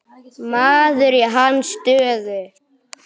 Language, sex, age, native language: Icelandic, male, 9, Icelandic